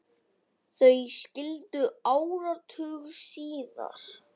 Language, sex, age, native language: Icelandic, male, 9, Icelandic